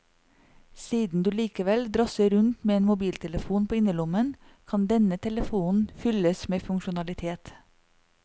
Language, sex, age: Norwegian, female, 40